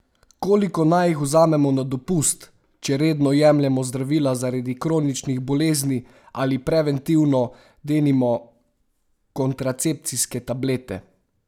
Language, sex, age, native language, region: Slovenian, male, 18-29, Slovenian, Savinja region